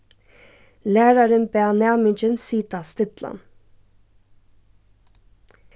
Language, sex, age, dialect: Faroese, female, 15-35, Suðurstreymoy